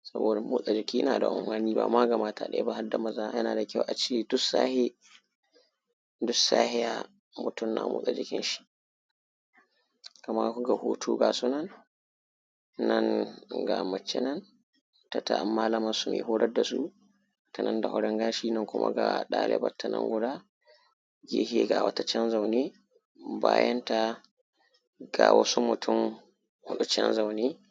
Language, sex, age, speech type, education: Hausa, male, 15-29, spontaneous, primary